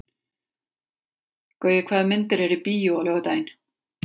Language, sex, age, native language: Icelandic, female, 40-49, Icelandic